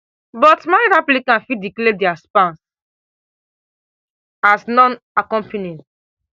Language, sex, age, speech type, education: Nigerian Pidgin, female, 15-29, spontaneous, tertiary